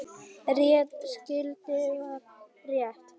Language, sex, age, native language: Icelandic, male, 10, Icelandic